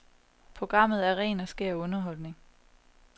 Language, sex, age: Danish, female, 27